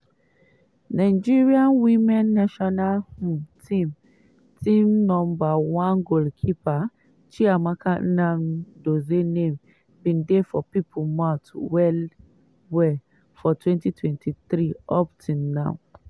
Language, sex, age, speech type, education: Nigerian Pidgin, female, 30-45, spontaneous, tertiary